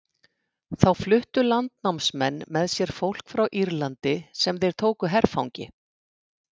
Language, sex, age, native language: Icelandic, female, 50-59, Icelandic